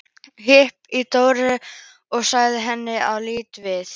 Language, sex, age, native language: Icelandic, female, 13, Icelandic